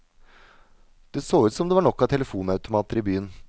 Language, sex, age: Norwegian, male, 37